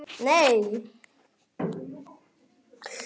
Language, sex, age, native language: Icelandic, female, 8, Icelandic